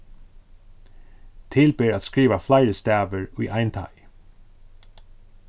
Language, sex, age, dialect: Faroese, male, 36-60, Suðurstreymoy